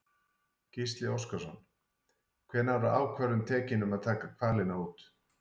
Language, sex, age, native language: Icelandic, male, 40-49, Icelandic